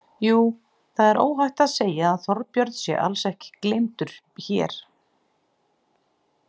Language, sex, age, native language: Icelandic, female, 40-49, Icelandic